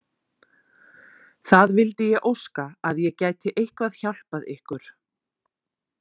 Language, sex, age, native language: Icelandic, female, 40-49, Icelandic